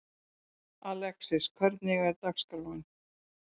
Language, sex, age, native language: Icelandic, female, 60-69, Icelandic